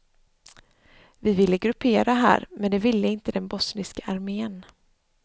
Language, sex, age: Swedish, female, 26